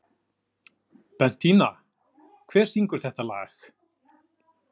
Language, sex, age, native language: Icelandic, male, 40-49, Icelandic